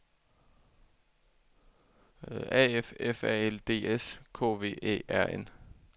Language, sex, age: Danish, male, 24